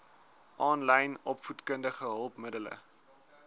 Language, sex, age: Afrikaans, male, 19